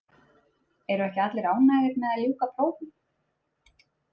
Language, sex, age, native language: Icelandic, female, 30-39, Icelandic